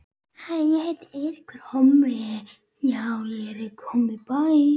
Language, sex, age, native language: Icelandic, male, 9, Icelandic